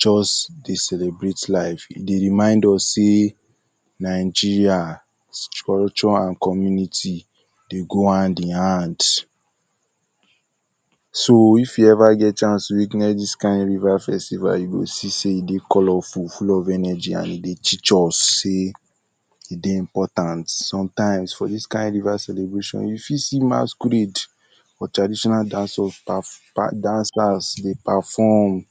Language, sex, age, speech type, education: Nigerian Pidgin, male, 15-29, spontaneous, tertiary